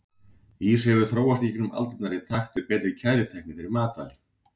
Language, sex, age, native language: Icelandic, male, 40-49, Icelandic